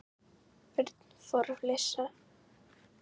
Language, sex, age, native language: Icelandic, female, 10, Icelandic